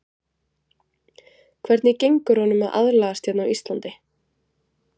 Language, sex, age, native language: Icelandic, female, 20-29, Icelandic